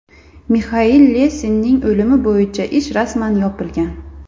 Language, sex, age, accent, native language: Uzbek, female, 25-34, Andijon, Uzbek